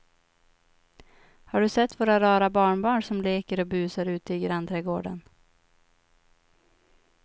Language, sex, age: Swedish, female, 25